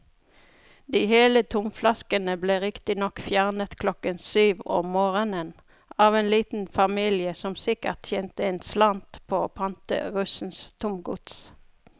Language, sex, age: Norwegian, female, 42